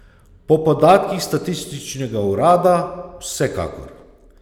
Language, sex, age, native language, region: Slovenian, male, 30-49, Slovenian, Savinja region